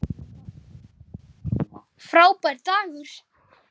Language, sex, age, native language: Icelandic, male, 7, Icelandic